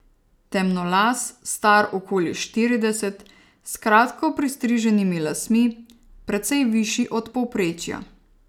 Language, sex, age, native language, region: Slovenian, female, 30-49, Slovenian, Savinja region